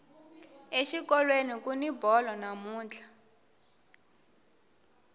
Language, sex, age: Tsonga, female, 18